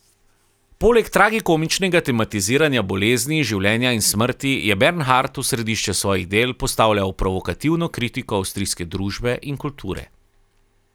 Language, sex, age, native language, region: Slovenian, male, 30-49, Slovenian, Carinthia region